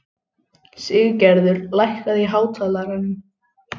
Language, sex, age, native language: Icelandic, male, 18-19, Icelandic